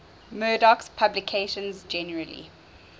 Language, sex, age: English, female, 19